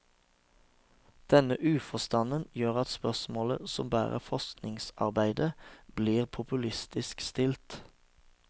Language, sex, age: Norwegian, male, 36